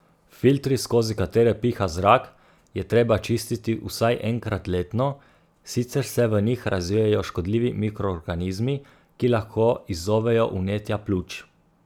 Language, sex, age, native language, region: Slovenian, male, 30-49, Slovenian, Gorica region